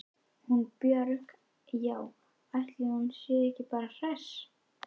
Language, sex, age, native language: Icelandic, female, 11, Icelandic